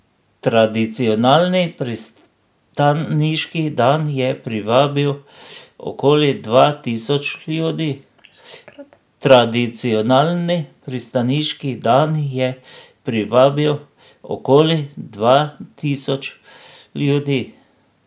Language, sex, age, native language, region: Slovenian, male, 60+, Slovenian, Drava region